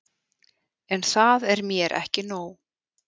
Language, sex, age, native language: Icelandic, female, 40-49, Icelandic